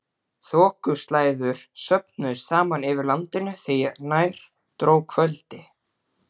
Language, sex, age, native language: Icelandic, male, 12, Icelandic